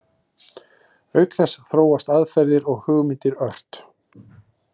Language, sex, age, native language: Icelandic, male, 40-49, Icelandic